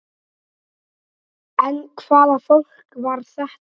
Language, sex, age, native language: Icelandic, male, 9, Icelandic